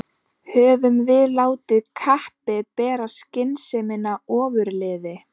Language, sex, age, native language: Icelandic, female, 11, Icelandic